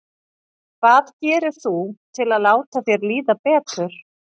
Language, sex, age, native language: Icelandic, female, 40-49, Icelandic